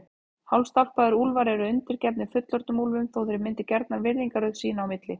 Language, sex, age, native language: Icelandic, female, 30-39, Icelandic